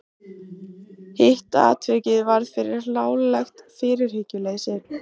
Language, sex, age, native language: Icelandic, female, 15, Icelandic